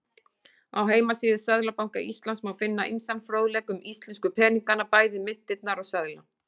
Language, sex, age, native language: Icelandic, female, 40-49, Icelandic